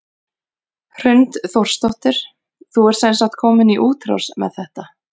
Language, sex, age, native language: Icelandic, female, 40-49, Icelandic